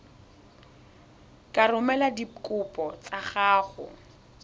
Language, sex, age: Tswana, female, 21